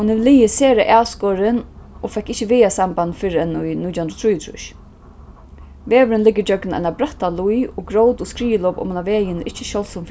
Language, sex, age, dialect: Faroese, female, 36-60, Suðurstreymoy